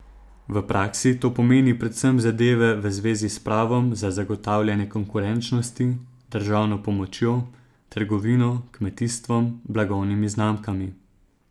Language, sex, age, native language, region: Slovenian, male, 30-49, Slovenian, Zasavska region